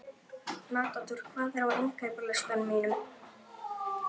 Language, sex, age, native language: Icelandic, male, 12, Icelandic